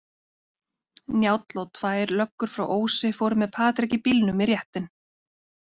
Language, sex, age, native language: Icelandic, female, 30-39, Icelandic